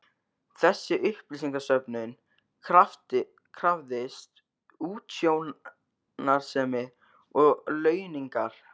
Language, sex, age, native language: Icelandic, male, 13, Icelandic